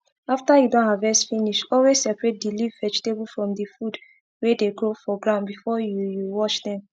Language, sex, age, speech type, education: Nigerian Pidgin, female, 15-29, spontaneous, tertiary